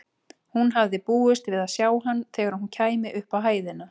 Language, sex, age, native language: Icelandic, female, 30-39, Icelandic